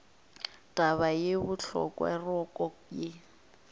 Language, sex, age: Northern Sotho, female, 24